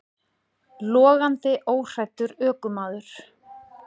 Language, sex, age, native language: Icelandic, female, 40-49, Icelandic